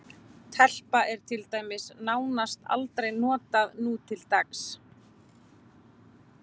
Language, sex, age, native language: Icelandic, female, 20-29, Icelandic